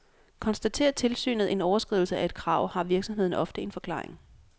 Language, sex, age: Danish, female, 26